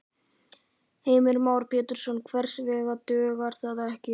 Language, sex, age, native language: Icelandic, male, 11, Icelandic